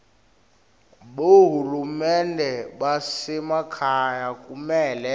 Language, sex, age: Swati, male, 21